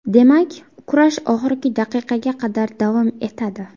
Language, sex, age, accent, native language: Uzbek, female, 18-24, Buxoro, Uzbek